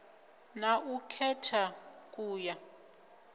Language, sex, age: Venda, female, 25